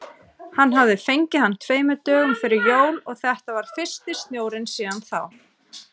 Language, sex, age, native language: Icelandic, female, 30-39, Icelandic